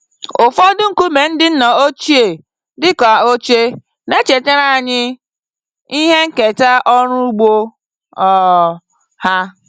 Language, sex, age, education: Igbo, female, 30-45, tertiary